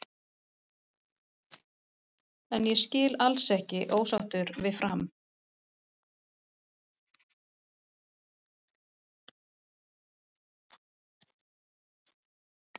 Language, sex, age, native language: Icelandic, female, 40-49, Icelandic